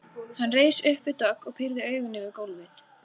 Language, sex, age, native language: Icelandic, female, 14, Icelandic